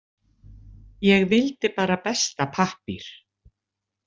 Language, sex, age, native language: Icelandic, female, 60-69, Icelandic